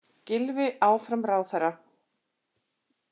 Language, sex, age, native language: Icelandic, female, 40-49, Icelandic